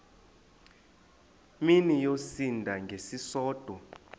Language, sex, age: Xhosa, male, 20